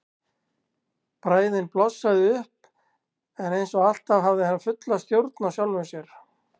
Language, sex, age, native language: Icelandic, male, 60-69, Icelandic